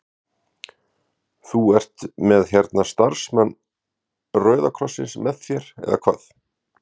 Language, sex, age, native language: Icelandic, male, 50-59, Icelandic